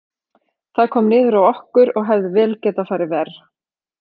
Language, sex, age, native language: Icelandic, female, 30-39, Icelandic